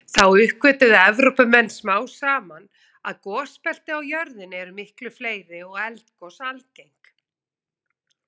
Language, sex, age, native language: Icelandic, female, 40-49, Icelandic